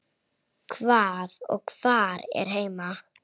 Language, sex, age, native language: Icelandic, female, 8, Icelandic